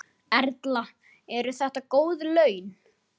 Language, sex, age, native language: Icelandic, male, 10, Icelandic